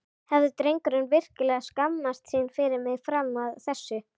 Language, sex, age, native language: Icelandic, female, 11, Icelandic